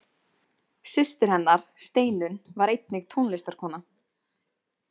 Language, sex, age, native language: Icelandic, female, 20-29, Icelandic